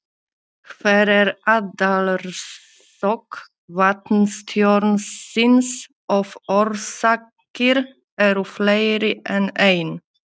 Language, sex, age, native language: Icelandic, female, 30-39, Polish